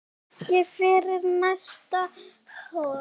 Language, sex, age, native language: Icelandic, male, 6, Icelandic